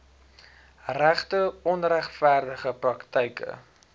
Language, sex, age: Afrikaans, male, 19